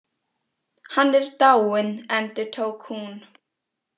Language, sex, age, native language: Icelandic, female, 18-19, Icelandic